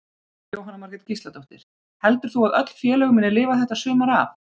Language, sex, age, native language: Icelandic, female, 30-39, Icelandic